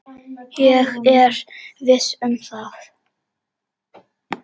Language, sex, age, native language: Icelandic, male, 8, Czech